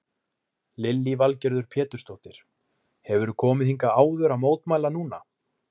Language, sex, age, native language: Icelandic, male, 20-29, Icelandic